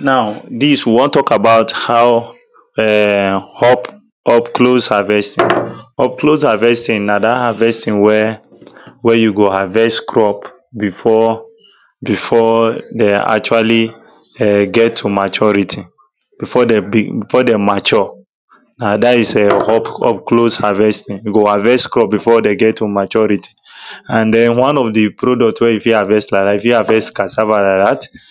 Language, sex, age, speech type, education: Nigerian Pidgin, male, 15-29, spontaneous, tertiary